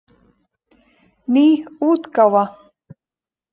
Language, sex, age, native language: Icelandic, female, 20-29, Icelandic